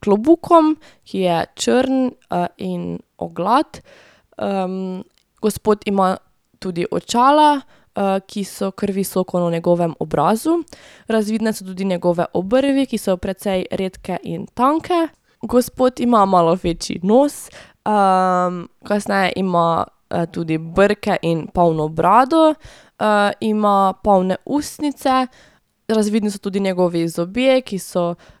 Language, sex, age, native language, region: Slovenian, female, 18-29, Slovenian, Drava region